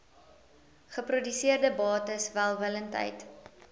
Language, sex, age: Afrikaans, female, 22